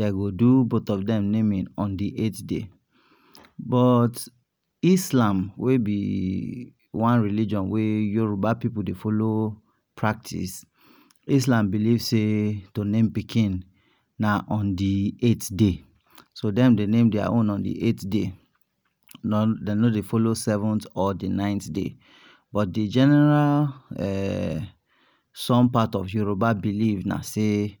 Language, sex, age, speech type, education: Nigerian Pidgin, male, 30-45, spontaneous, tertiary